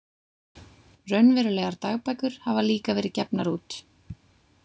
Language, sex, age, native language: Icelandic, female, 20-29, Icelandic